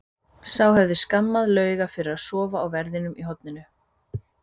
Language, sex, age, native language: Icelandic, female, 30-39, Icelandic